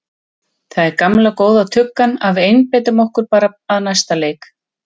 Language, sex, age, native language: Icelandic, female, 30-39, Icelandic